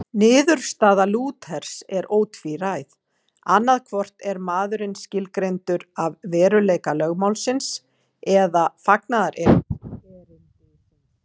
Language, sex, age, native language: Icelandic, female, 40-49, Icelandic